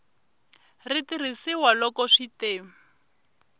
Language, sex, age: Tsonga, female, 23